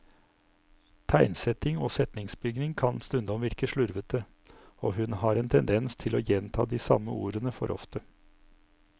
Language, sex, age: Norwegian, male, 59